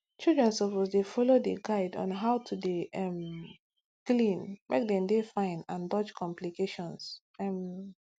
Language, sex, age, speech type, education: Nigerian Pidgin, female, 15-29, spontaneous, tertiary